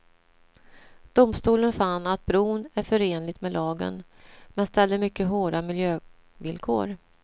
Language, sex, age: Swedish, female, 47